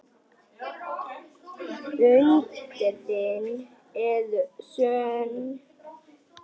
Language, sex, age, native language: Icelandic, female, 9, Icelandic